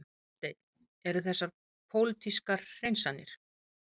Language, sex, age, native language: Icelandic, female, 50-59, Icelandic